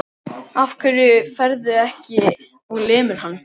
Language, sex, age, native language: Icelandic, male, 13, Icelandic